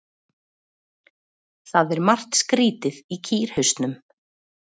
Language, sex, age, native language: Icelandic, female, 40-49, Icelandic